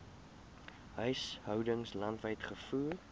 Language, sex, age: Afrikaans, male, 22